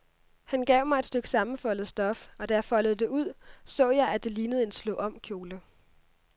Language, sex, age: Danish, female, 26